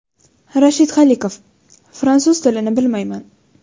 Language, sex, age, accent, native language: Uzbek, female, 19-29, Xorazm, Uzbek